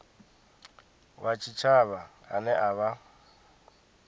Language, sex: Venda, male